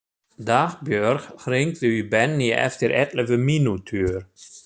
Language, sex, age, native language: Icelandic, male, 60-69, German